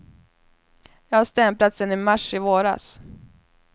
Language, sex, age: Swedish, female, 21